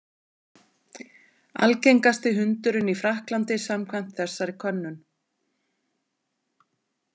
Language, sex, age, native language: Icelandic, female, 40-49, Icelandic